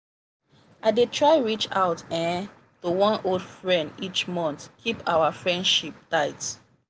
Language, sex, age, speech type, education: Nigerian Pidgin, female, 30-45, spontaneous, tertiary